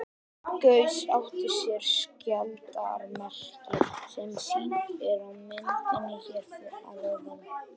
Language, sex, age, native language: Icelandic, female, 50-59, Icelandic